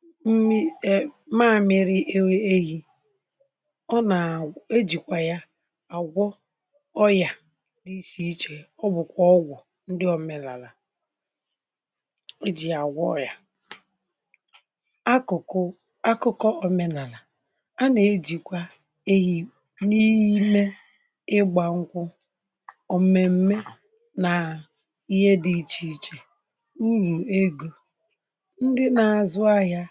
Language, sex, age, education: Igbo, male, 46-60, tertiary